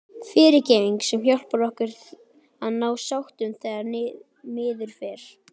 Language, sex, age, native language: Icelandic, male, 12, Icelandic